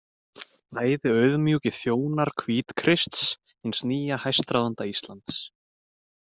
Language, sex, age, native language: Icelandic, male, 20-29, Icelandic